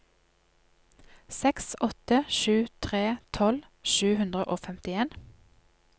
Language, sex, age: Norwegian, female, 31